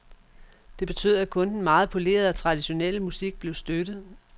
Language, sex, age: Danish, female, 44